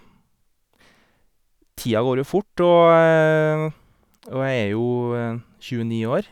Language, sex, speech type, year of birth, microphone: Norwegian, male, spontaneous, 1983, Sennheiser